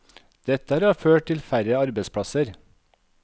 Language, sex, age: Norwegian, male, 51